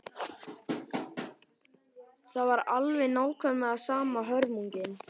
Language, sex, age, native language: Icelandic, male, 12, Icelandic